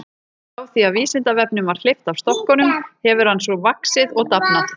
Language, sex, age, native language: Icelandic, female, 30-39, Icelandic